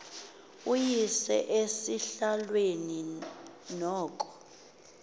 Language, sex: Xhosa, female